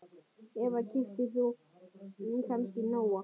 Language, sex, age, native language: Icelandic, male, 9, Icelandic